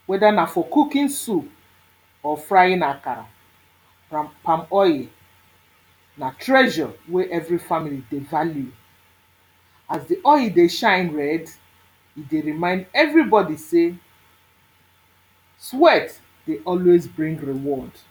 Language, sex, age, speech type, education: Nigerian Pidgin, female, 46-60, spontaneous, secondary